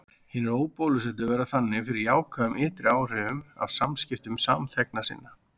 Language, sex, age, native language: Icelandic, male, 40-49, Icelandic